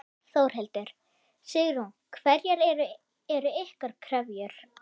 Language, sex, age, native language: Icelandic, female, 11, Icelandic